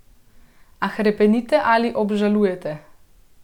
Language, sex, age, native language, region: Slovenian, female, 30-49, Slovenian, Central Slovenia